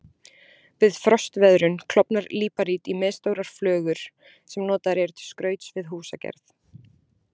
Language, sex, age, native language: Icelandic, female, 20-29, Icelandic